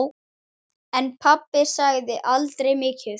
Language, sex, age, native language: Icelandic, male, 10, Icelandic